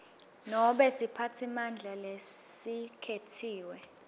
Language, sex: Swati, female